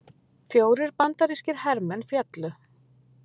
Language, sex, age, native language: Icelandic, female, 40-49, Icelandic